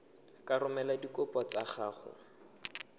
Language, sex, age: Tswana, male, 19